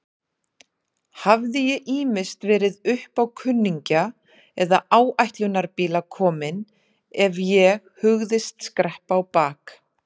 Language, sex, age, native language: Icelandic, female, 30-39, Icelandic